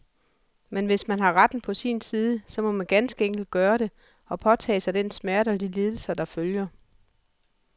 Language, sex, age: Danish, female, 41